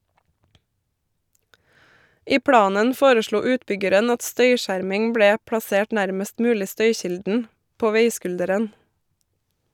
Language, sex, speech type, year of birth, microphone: Norwegian, female, read, 1988, Shure